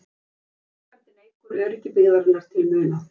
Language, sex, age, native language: Icelandic, female, 50-59, Icelandic